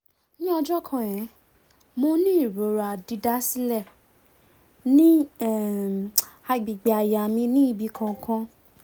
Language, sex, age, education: Yoruba, female, 15-29, tertiary